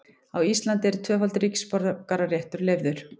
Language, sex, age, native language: Icelandic, female, 40-49, Icelandic